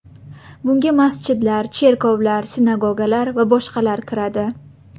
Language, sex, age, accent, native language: Uzbek, female, 18-24, Buxoro, Uzbek